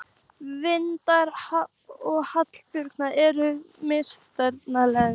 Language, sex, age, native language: Icelandic, female, 15, Icelandic